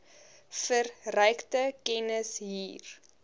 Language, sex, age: Afrikaans, female, 20